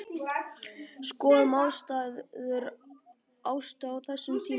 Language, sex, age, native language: Icelandic, female, 50-59, Icelandic